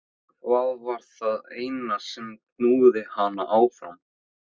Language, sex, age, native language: Icelandic, male, 15, Icelandic